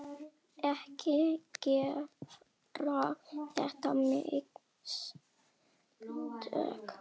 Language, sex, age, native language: Icelandic, female, 10, Icelandic